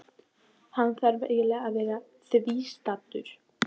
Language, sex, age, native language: Icelandic, female, 12, Icelandic